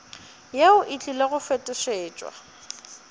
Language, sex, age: Northern Sotho, female, 30